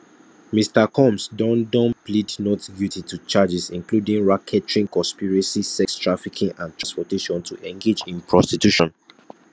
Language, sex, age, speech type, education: Nigerian Pidgin, male, 15-29, spontaneous, tertiary